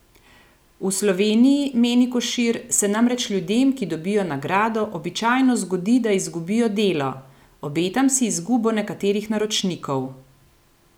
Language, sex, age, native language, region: Slovenian, female, 30-49, Slovenian, Gorenjska region